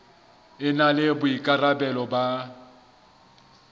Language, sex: Southern Sotho, male